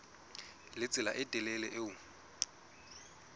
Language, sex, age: Southern Sotho, male, 20